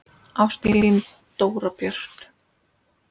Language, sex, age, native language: Icelandic, male, 10, Icelandic